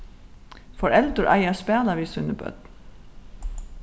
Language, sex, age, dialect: Faroese, female, 36-60, Suðurstreymoy